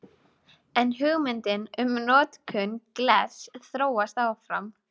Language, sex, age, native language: Icelandic, female, 12, Icelandic